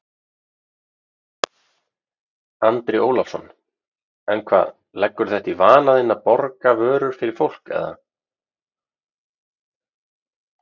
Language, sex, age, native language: Icelandic, male, 30-39, Icelandic